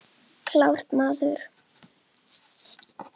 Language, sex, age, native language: Icelandic, female, 10, Icelandic